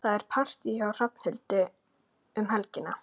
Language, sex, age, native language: Icelandic, female, 9, Icelandic